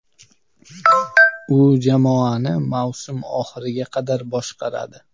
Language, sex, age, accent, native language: Uzbek, male, 25-34, Sirdaryo, Uzbek